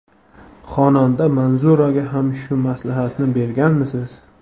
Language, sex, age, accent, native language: Uzbek, male, 18-24, Buxoro, Uzbek